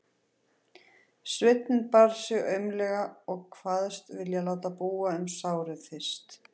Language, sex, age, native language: Icelandic, female, 40-49, Icelandic